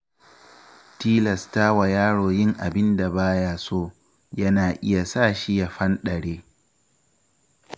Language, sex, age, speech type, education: Hausa, male, 15-29, read, tertiary